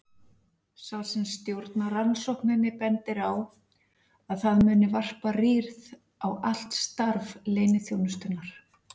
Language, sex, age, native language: Icelandic, female, 40-49, Icelandic